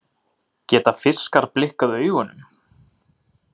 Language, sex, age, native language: Icelandic, male, 30-39, Icelandic